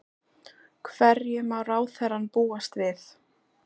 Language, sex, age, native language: Icelandic, female, 20-29, Icelandic